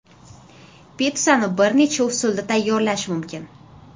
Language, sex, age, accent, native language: Uzbek, female, 12-17, Toshkent shahri, Uzbek